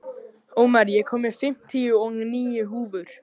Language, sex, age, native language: Icelandic, male, 14, Icelandic